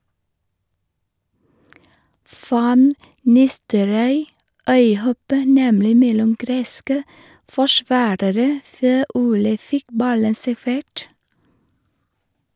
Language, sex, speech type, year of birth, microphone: Norwegian, female, read, 1973, Sennheiser